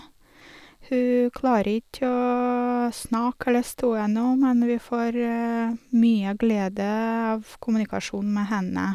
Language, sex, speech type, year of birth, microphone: Norwegian, female, spontaneous, 1983, Sennheiser